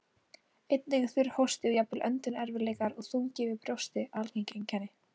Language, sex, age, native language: Icelandic, female, 18-19, Icelandic